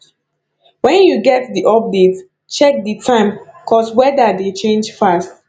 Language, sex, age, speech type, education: Nigerian Pidgin, female, 15-29, spontaneous, tertiary